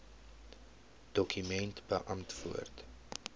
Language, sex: Afrikaans, male